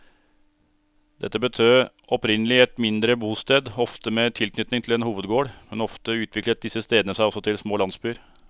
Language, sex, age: Norwegian, male, 36